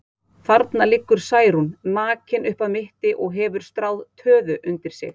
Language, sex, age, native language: Icelandic, female, 40-49, Icelandic